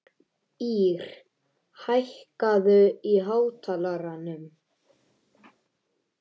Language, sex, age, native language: Icelandic, male, 13, Icelandic